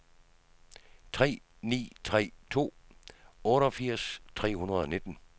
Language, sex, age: Danish, male, 66